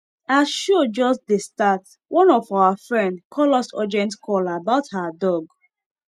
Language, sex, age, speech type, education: Nigerian Pidgin, female, 15-29, spontaneous, tertiary